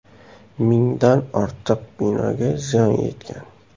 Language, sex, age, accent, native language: Uzbek, male, 18-24, Toshkent viloyati, Uzbek